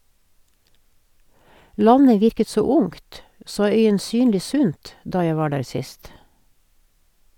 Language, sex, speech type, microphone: Norwegian, female, read, Sennheiser